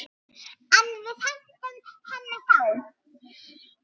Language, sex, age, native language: Icelandic, female, 6, Icelandic